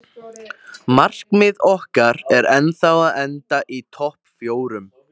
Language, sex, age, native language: Icelandic, male, 20-29, Icelandic